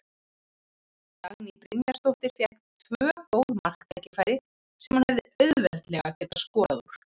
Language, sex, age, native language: Icelandic, female, 30-39, Icelandic